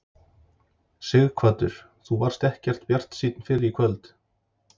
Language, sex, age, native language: Icelandic, male, 30-39, Icelandic